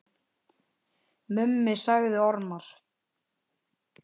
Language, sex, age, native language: Icelandic, male, 10, Icelandic